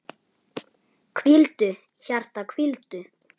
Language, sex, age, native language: Icelandic, male, 9, Icelandic